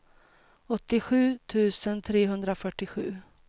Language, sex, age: Swedish, female, 42